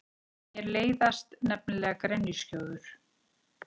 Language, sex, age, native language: Icelandic, female, 40-49, Icelandic